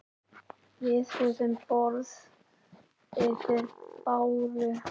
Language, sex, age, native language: Icelandic, male, 10, Icelandic